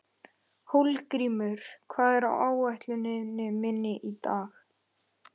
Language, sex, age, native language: Icelandic, male, 11, Icelandic